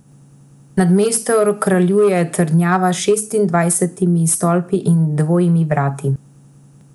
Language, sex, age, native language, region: Slovenian, female, 18-29, Slovenian, Central Slovenia